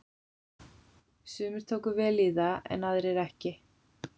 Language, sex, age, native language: Icelandic, female, 40-49, Icelandic